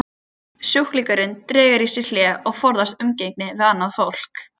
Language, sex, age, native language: Icelandic, female, 20-29, Icelandic